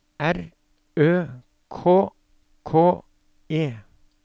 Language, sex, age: Norwegian, male, 52